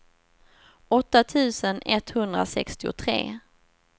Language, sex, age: Swedish, female, 27